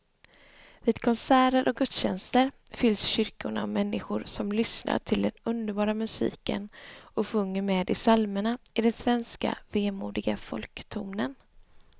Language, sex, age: Swedish, female, 26